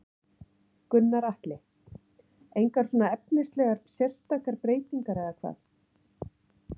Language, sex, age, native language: Icelandic, female, 40-49, Icelandic